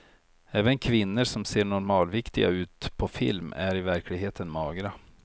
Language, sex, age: Swedish, male, 43